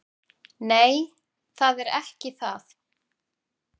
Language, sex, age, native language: Icelandic, male, 9, Icelandic